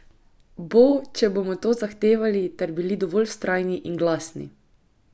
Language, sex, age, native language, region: Slovenian, female, 18-29, Slovenian, Drava region